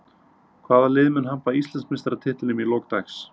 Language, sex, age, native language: Icelandic, male, 30-39, Icelandic